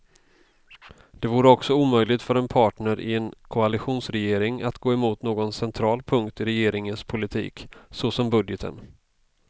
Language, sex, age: Swedish, male, 32